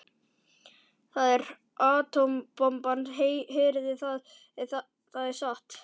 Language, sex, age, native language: Icelandic, male, 11, Icelandic